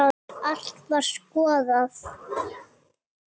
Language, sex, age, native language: Icelandic, male, 7, Icelandic